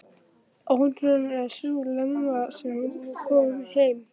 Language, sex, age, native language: Icelandic, male, 11, Icelandic